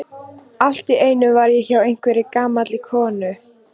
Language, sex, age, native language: Icelandic, female, 15, Icelandic